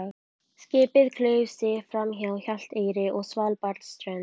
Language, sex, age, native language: Icelandic, female, 12, Icelandic